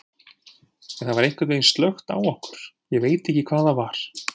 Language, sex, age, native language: Icelandic, male, 40-49, Icelandic